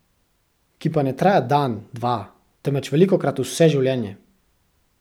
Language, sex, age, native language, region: Slovenian, male, 18-29, Slovenian, Central Slovenia